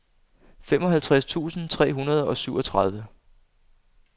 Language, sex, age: Danish, male, 25